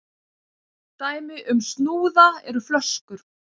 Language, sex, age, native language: Icelandic, female, 50-59, Icelandic